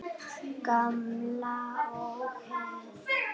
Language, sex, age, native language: Icelandic, female, 8, Icelandic